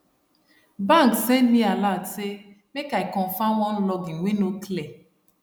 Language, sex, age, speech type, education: Nigerian Pidgin, female, 30-45, spontaneous, tertiary